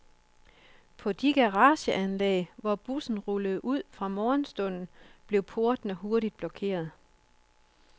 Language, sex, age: Danish, female, 24